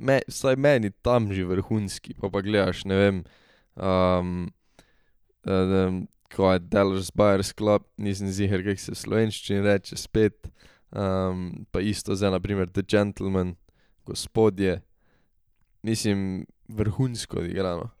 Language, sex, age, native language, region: Slovenian, male, 18-29, Slovenian, Drava region